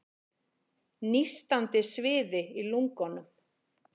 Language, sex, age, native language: Icelandic, female, 40-49, Icelandic